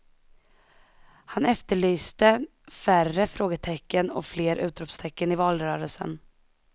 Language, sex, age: Swedish, female, 21